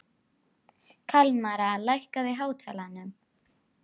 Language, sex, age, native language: Icelandic, female, 12, Icelandic